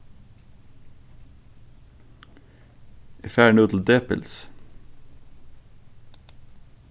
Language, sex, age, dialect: Faroese, male, 15-35, Suðurstreymoy